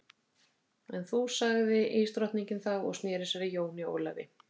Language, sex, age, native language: Icelandic, female, 50-59, Icelandic